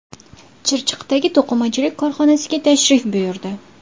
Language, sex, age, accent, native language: Uzbek, female, 19-29, Farg'ona, Uzbek